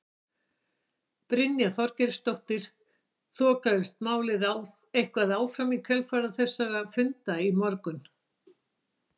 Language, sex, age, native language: Icelandic, female, 60-69, Icelandic